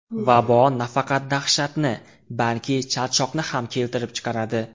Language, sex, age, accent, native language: Uzbek, male, 18-24, Andijon, Uzbek